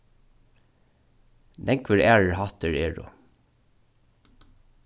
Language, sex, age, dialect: Faroese, male, 36-60, Norðuroyggjar